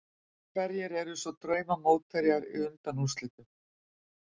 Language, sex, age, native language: Icelandic, female, 50-59, Icelandic